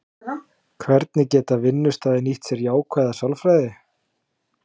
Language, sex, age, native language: Icelandic, male, 30-39, Icelandic